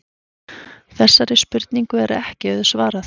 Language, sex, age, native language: Icelandic, female, 40-49, Icelandic